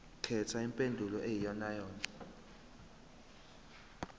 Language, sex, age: Zulu, male, 21